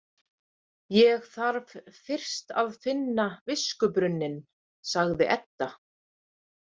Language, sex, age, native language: Icelandic, female, 30-39, Icelandic